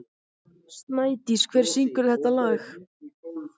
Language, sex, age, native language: Icelandic, male, 14, Icelandic